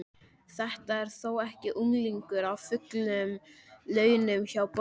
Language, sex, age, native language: Icelandic, male, 13, Icelandic